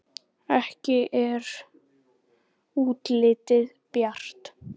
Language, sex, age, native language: Icelandic, male, 10, Icelandic